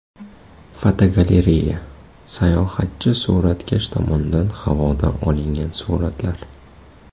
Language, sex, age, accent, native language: Uzbek, male, 18-24, Farg'ona, Uzbek